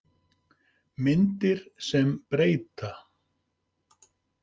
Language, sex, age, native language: Icelandic, male, 50-59, Icelandic